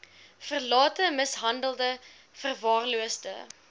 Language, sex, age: Afrikaans, female, 21